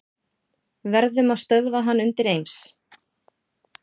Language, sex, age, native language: Icelandic, female, 40-49, Icelandic